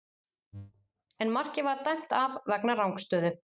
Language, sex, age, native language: Icelandic, female, 40-49, Icelandic